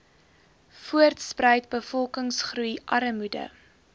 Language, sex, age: Afrikaans, female, 18